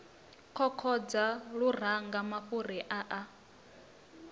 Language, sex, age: Venda, female, 22